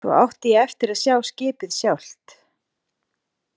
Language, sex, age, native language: Icelandic, female, 40-49, Icelandic